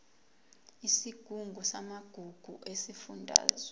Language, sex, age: Zulu, female, 22